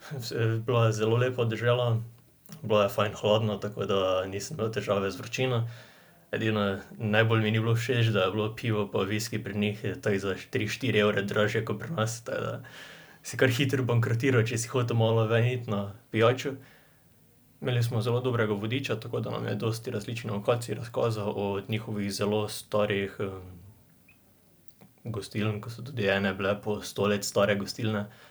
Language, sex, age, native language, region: Slovenian, male, 18-29, Slovenian, Drava region